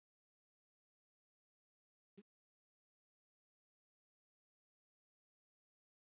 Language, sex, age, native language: Icelandic, male, 30-39, Icelandic